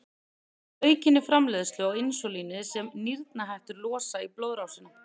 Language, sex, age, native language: Icelandic, female, 30-39, Icelandic